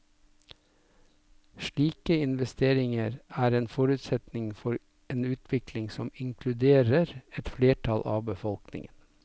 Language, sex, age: Norwegian, male, 57